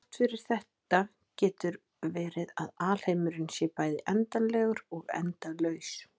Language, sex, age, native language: Icelandic, female, 20-29, Icelandic